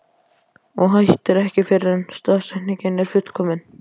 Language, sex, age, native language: Icelandic, male, 12, Icelandic